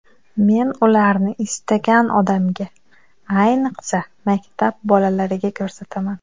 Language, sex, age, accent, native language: Uzbek, female, 30-39, Xorazm, Uzbek